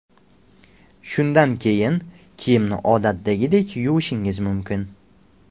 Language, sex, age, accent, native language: Uzbek, male, 18-24, Namangan, Uzbek